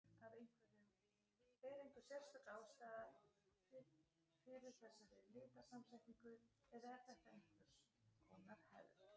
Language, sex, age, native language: Icelandic, female, 40-49, Icelandic